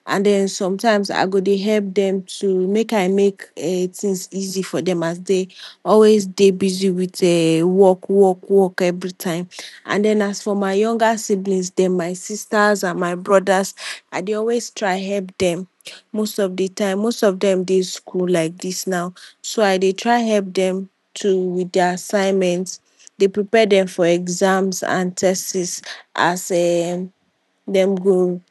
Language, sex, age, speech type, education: Nigerian Pidgin, female, 46-60, spontaneous, tertiary